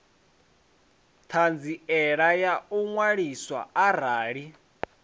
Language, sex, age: Venda, male, 20